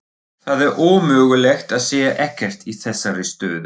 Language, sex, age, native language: Icelandic, male, 40-49, Icelandic